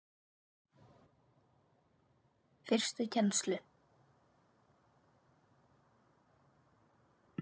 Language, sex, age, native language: Icelandic, male, 8, Icelandic